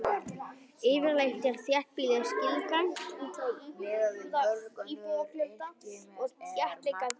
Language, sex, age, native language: Icelandic, male, 18-19, Icelandic